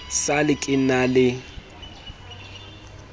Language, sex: Southern Sotho, male